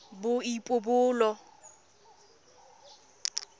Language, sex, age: Tswana, female, 23